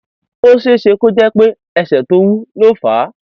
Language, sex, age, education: Yoruba, male, 15-29, tertiary